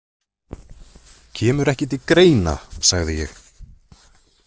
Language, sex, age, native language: Icelandic, male, 20-29, Icelandic